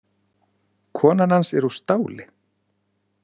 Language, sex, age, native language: Icelandic, male, 40-49, Icelandic